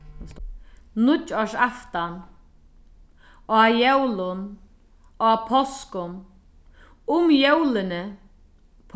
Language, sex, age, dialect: Faroese, female, 36-60, Sandoy